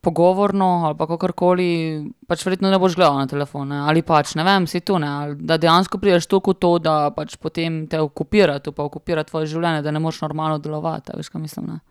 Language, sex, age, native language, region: Slovenian, female, 30-49, Slovenian, Primorsko-notranjska region